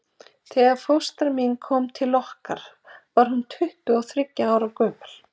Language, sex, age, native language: Icelandic, female, 40-49, Icelandic